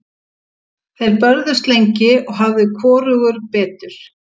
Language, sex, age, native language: Icelandic, female, 50-59, Icelandic